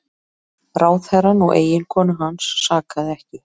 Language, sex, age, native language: Icelandic, female, 30-39, Icelandic